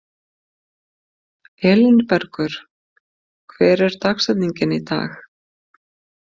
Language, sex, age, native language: Icelandic, female, 50-59, Icelandic